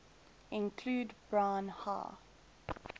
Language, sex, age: English, female, 22